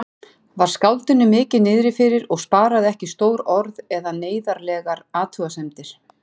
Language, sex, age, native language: Icelandic, female, 40-49, Icelandic